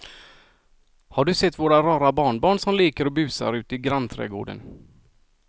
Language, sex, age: Swedish, male, 46